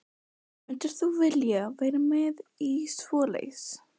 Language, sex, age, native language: Icelandic, other, 12, Icelandic